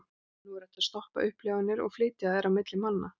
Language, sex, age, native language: Icelandic, female, 40-49, Icelandic